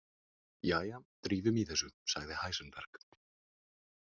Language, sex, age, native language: Icelandic, male, 18-19, Icelandic